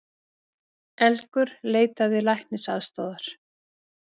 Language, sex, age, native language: Icelandic, female, 50-59, Icelandic